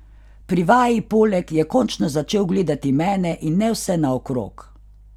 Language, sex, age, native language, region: Slovenian, female, 50-59, Slovenian, Carinthia region